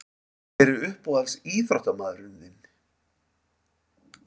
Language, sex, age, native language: Icelandic, male, 50-59, Icelandic